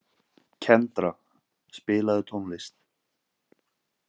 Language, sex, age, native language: Icelandic, male, 18-19, Icelandic